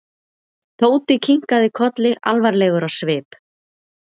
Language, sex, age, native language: Icelandic, female, 30-39, Icelandic